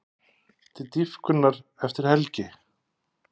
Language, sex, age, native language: Icelandic, male, 50-59, Icelandic